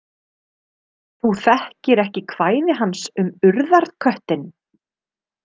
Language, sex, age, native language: Icelandic, female, 30-39, Icelandic